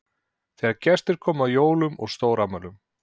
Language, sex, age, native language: Icelandic, male, 40-49, Icelandic